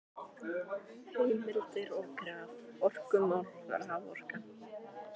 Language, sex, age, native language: Icelandic, female, 18-19, Icelandic